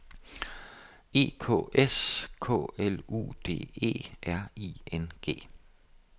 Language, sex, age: Danish, male, 57